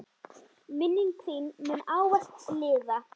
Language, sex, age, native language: Icelandic, female, 10, Icelandic